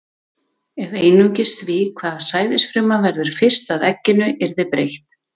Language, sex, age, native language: Icelandic, female, 30-39, Icelandic